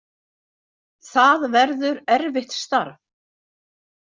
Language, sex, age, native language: Icelandic, female, 60-69, Icelandic